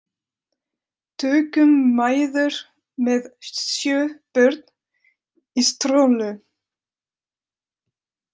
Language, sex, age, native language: Icelandic, female, 30-39, French